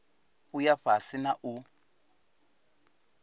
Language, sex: Venda, male